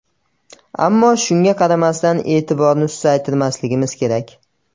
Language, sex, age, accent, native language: Uzbek, male, 18-24, Namangan, Uzbek